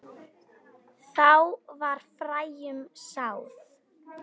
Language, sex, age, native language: Icelandic, female, 9, Icelandic